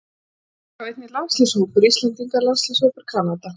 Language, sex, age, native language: Icelandic, female, 40-49, Icelandic